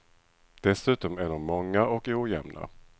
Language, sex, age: Swedish, male, 37